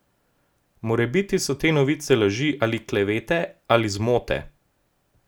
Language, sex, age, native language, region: Slovenian, male, 18-29, Slovenian, Gorenjska region